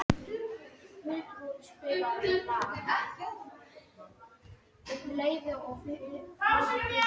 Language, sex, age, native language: Icelandic, female, 18-19, Icelandic